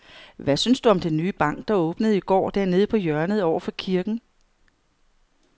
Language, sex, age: Danish, female, 55